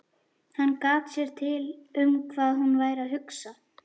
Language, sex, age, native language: Icelandic, female, 11, Icelandic